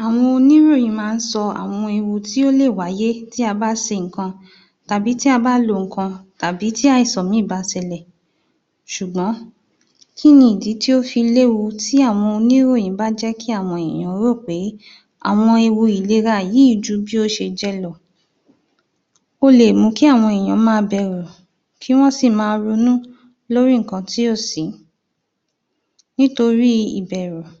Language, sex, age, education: Yoruba, female, 30-45, tertiary